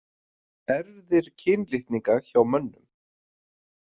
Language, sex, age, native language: Icelandic, male, 40-49, Icelandic